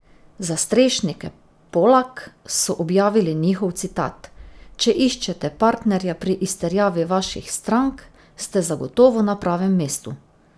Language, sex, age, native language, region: Slovenian, female, 50-59, Slovenian, Drava region